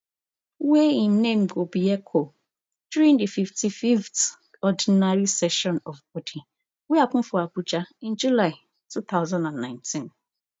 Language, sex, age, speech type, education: Nigerian Pidgin, female, 30-45, spontaneous, tertiary